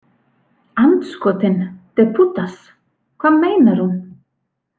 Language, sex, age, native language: Icelandic, female, 40-49, Icelandic